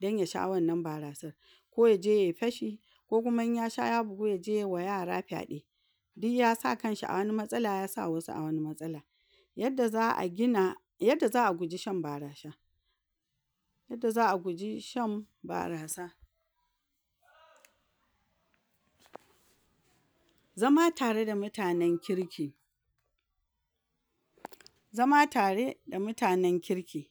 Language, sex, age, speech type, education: Hausa, female, 46-60, spontaneous, tertiary